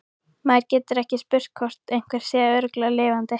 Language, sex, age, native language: Icelandic, female, 13, Icelandic